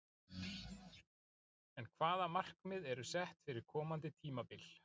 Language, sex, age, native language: Icelandic, male, 40-49, Icelandic